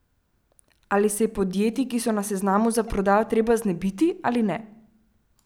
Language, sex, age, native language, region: Slovenian, female, 12-17, Slovenian, Central Slovenia